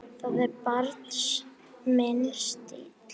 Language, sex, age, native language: Icelandic, female, 9, Icelandic